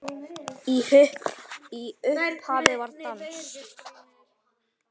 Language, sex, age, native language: Icelandic, male, 9, Icelandic